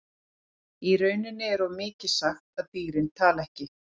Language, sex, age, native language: Icelandic, female, 40-49, Icelandic